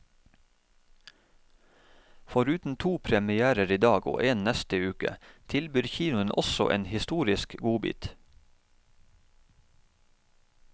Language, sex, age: Norwegian, male, 31